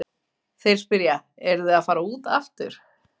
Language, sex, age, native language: Icelandic, female, 50-59, Icelandic